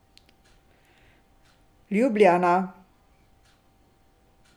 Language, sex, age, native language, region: Slovenian, female, 60+, Slovenian, Drava region